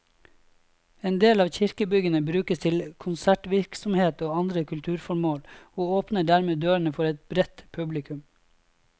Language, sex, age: Norwegian, male, 26